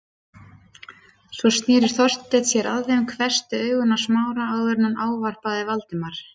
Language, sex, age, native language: Icelandic, female, 30-39, Icelandic